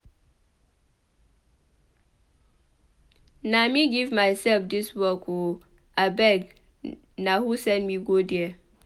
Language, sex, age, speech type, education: Nigerian Pidgin, female, 15-29, read, tertiary